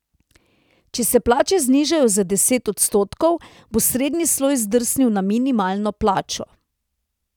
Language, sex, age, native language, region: Slovenian, female, 30-49, Slovenian, Central Slovenia